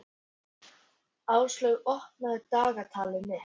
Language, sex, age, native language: Icelandic, other, 11, Icelandic